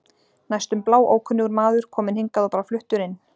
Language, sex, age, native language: Icelandic, female, 40-49, Icelandic